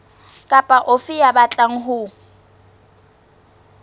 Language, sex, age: Southern Sotho, female, 20